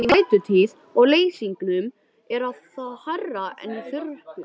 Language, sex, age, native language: Icelandic, male, 13, Icelandic